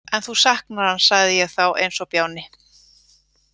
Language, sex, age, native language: Icelandic, female, 40-49, Icelandic